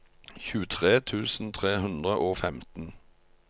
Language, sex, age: Norwegian, male, 45